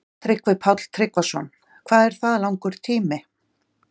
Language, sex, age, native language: Icelandic, female, 40-49, Icelandic